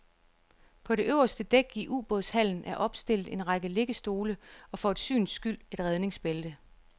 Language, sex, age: Danish, female, 34